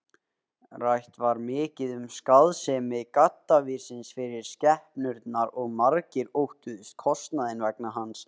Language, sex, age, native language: Icelandic, male, 18-19, Icelandic